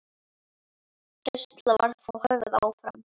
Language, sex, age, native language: Icelandic, male, 9, Icelandic